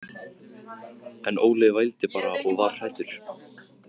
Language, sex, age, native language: Icelandic, male, 15, Icelandic